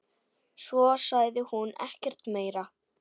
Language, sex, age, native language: Icelandic, female, 9, Icelandic